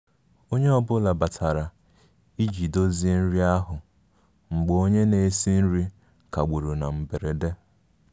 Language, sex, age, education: Igbo, male, 15-29, tertiary